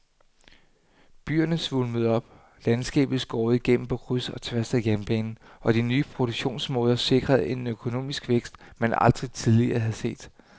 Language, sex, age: Danish, male, 39